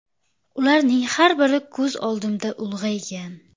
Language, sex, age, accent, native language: Uzbek, female, 18-24, Samarqand, Uzbek